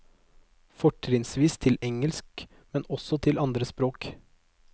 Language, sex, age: Norwegian, male, 22